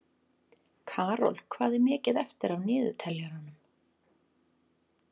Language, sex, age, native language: Icelandic, female, 30-39, Icelandic